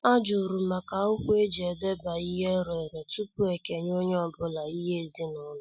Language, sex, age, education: Igbo, female, 30-45, secondary